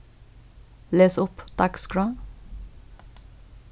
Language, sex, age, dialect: Faroese, female, 15-35, Suðurstreymoy